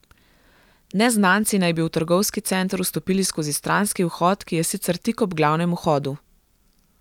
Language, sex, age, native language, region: Slovenian, female, 18-29, Slovenian, Gorenjska region